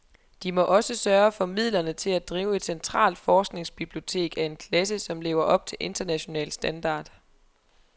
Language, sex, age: Danish, female, 23